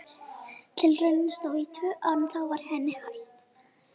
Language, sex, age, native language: Icelandic, female, 12, Icelandic